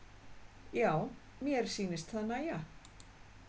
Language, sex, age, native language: Icelandic, female, 50-59, Icelandic